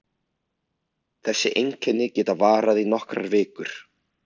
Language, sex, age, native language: Icelandic, male, 30-39, Icelandic